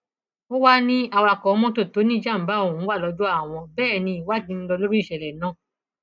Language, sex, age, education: Yoruba, female, 30-45, tertiary